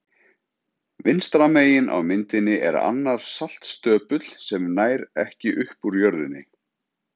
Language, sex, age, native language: Icelandic, male, 30-39, Icelandic